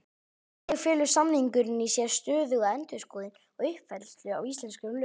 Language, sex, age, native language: Icelandic, male, 20-29, Icelandic